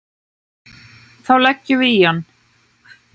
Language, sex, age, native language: Icelandic, female, 9, Icelandic